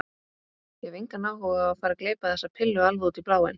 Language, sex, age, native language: Icelandic, female, 18-19, Icelandic